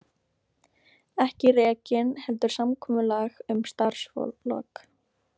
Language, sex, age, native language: Icelandic, female, 18-19, Icelandic